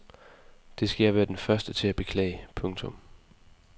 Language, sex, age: Danish, male, 20